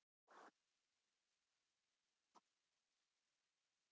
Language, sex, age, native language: Icelandic, male, 20-29, Icelandic